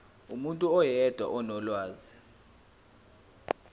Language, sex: Zulu, male